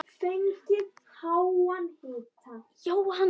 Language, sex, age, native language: Icelandic, female, 10, Icelandic